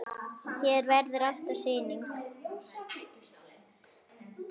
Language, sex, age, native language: Icelandic, female, 9, Icelandic